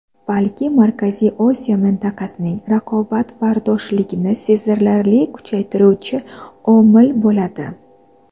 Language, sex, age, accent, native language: Uzbek, female, 25-34, Samarqand, Uzbek